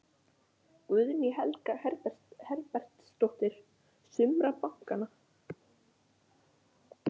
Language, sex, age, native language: Icelandic, male, 11, Icelandic